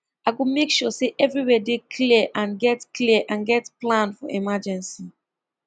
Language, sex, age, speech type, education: Nigerian Pidgin, female, 15-29, spontaneous, tertiary